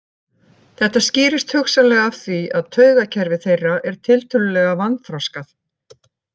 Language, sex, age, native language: Icelandic, female, 50-59, Icelandic